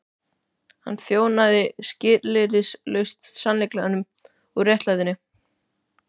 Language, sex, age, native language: Icelandic, male, 12, Icelandic